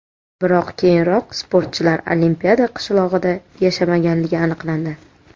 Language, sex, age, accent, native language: Uzbek, female, 18-24, Toshkent shahri, Uzbek